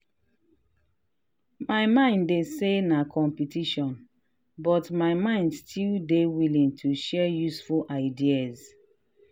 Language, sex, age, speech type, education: Nigerian Pidgin, female, 30-45, spontaneous, tertiary